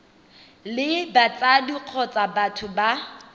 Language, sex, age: Tswana, female, 23